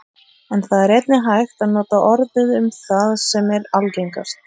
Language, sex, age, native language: Icelandic, female, 30-39, Icelandic